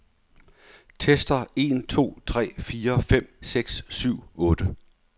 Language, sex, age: Danish, male, 51